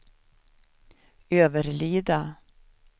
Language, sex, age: Swedish, female, 37